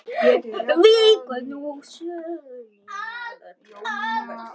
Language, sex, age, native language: Icelandic, male, 9, Icelandic